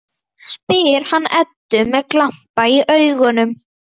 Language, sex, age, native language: Icelandic, female, 11, Icelandic